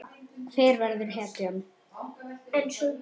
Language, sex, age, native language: Icelandic, male, 10, Icelandic